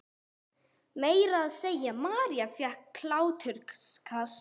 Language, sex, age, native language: Icelandic, female, 30-39, English